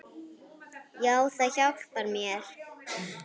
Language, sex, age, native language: Icelandic, female, 8, Icelandic